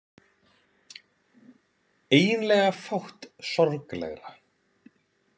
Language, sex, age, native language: Icelandic, male, 20-29, Icelandic